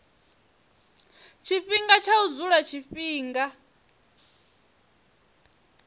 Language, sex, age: Venda, female, 23